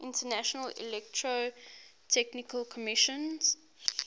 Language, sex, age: English, female, 18